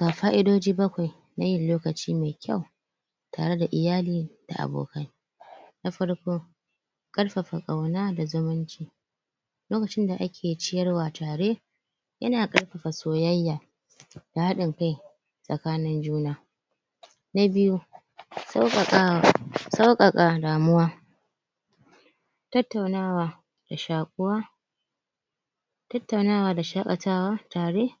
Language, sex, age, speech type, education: Hausa, female, 30-45, spontaneous, tertiary